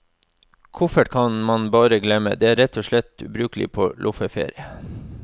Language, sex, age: Norwegian, male, 36